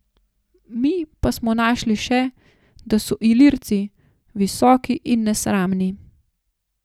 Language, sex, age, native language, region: Slovenian, female, 30-49, Slovenian, Gorenjska region